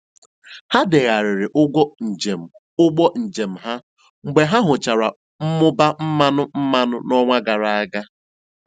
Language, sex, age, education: Igbo, male, 15-29, tertiary